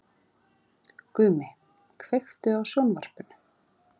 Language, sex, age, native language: Icelandic, female, 30-39, Icelandic